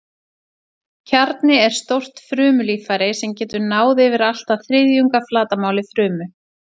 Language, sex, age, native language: Icelandic, female, 40-49, Icelandic